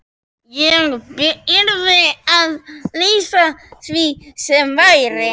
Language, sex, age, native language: Icelandic, male, 13, Icelandic